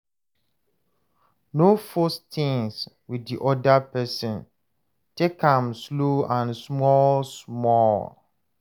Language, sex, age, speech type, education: Nigerian Pidgin, male, 30-45, read, tertiary